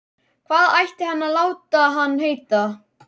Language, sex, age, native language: Icelandic, male, 11, Icelandic